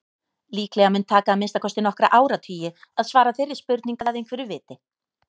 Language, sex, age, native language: Icelandic, female, 18-19, Icelandic